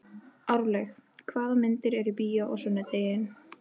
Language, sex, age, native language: Icelandic, female, 13, Icelandic